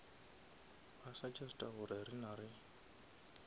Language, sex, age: Northern Sotho, male, 23